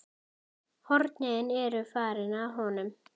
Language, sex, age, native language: Icelandic, female, 10, Icelandic